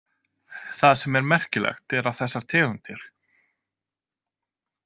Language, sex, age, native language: Icelandic, male, 20-29, Icelandic